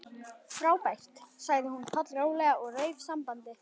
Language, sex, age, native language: Icelandic, female, 11, Icelandic